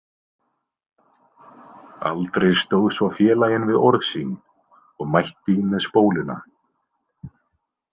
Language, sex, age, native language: Icelandic, male, 20-29, Icelandic